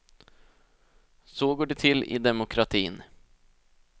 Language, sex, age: Swedish, male, 20